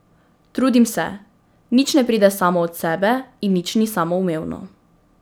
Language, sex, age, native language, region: Slovenian, female, 18-29, Slovenian, Drava region